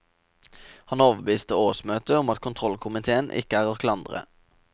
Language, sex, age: Norwegian, male, 27